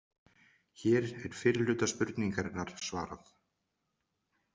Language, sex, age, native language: Icelandic, male, 40-49, Icelandic